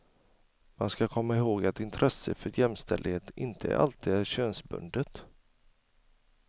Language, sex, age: Swedish, male, 40